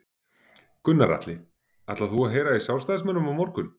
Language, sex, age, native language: Icelandic, male, 40-49, Icelandic